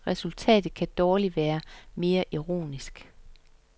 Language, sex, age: Danish, female, 50